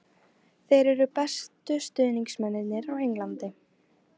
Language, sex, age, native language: Icelandic, female, 18-19, Icelandic